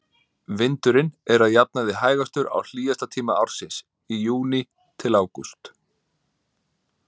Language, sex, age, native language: Icelandic, male, 30-39, Icelandic